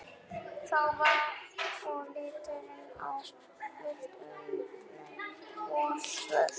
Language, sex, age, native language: Icelandic, female, 11, German